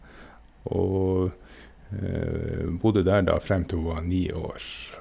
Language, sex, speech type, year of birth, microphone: Norwegian, male, spontaneous, 1969, Shure